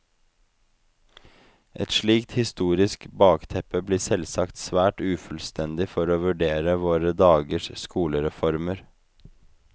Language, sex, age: Norwegian, male, 25